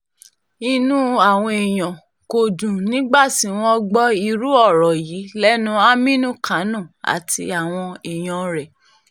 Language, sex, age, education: Yoruba, female, 30-45, tertiary